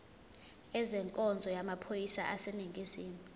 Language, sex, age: Zulu, female, 21